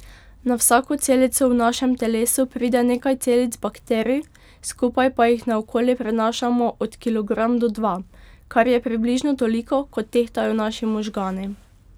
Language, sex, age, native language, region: Slovenian, female, 12-17, Slovenian, Pomurje region